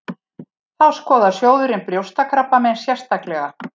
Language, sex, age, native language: Icelandic, female, 70-79, Icelandic